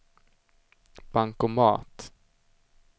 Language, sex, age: Swedish, male, 25